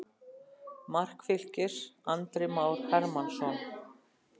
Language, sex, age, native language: Icelandic, female, 60-69, Icelandic